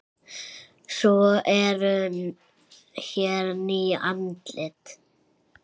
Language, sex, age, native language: Icelandic, female, 6, Icelandic